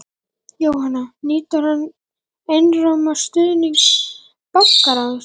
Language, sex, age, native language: Icelandic, male, 11, Icelandic